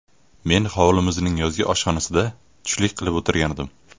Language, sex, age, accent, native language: Uzbek, male, 18-24, Farg'ona, Uzbek